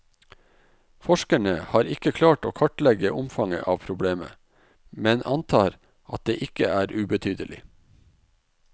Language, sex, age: Norwegian, male, 44